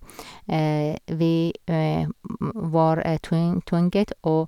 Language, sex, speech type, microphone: Norwegian, female, spontaneous, Sennheiser